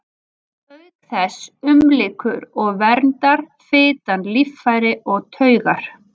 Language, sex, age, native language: Icelandic, female, 40-49, Icelandic